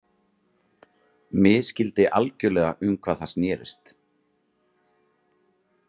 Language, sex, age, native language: Icelandic, male, 30-39, Icelandic